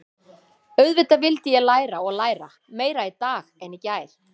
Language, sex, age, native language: Icelandic, female, 50-59, Icelandic